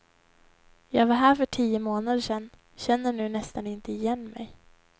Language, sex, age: Swedish, female, 21